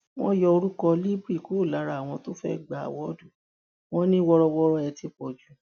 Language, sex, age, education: Yoruba, female, 60+, tertiary